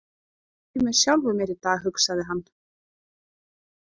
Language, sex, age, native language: Icelandic, female, 30-39, Icelandic